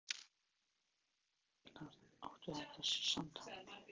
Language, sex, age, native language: Icelandic, male, 15, Icelandic